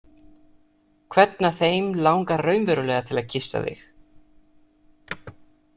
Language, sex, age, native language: Icelandic, male, 30-39, Italian